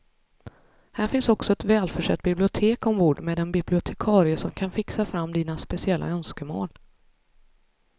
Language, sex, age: Swedish, female, 33